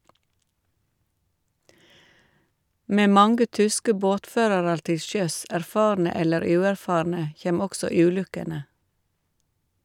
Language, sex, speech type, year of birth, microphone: Norwegian, female, read, 1956, Shure